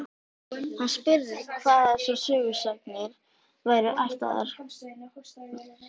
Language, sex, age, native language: Icelandic, female, 11, Icelandic